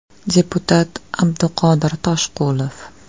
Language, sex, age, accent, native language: Uzbek, female, 35+, Toshkent viloyati, Uzbek